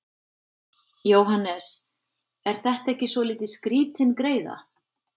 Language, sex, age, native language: Icelandic, female, 50-59, Icelandic